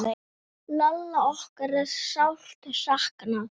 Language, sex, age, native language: Icelandic, male, 6, Icelandic